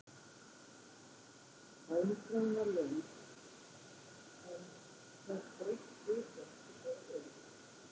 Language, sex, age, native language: Icelandic, female, 50-59, Icelandic